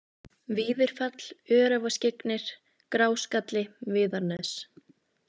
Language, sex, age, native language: Icelandic, female, 18-19, Icelandic